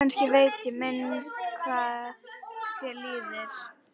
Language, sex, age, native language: Icelandic, female, 11, Icelandic